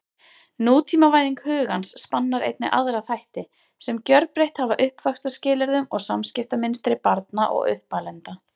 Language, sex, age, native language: Icelandic, female, 30-39, Icelandic